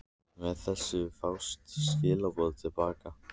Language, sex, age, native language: Icelandic, male, 30-39, Icelandic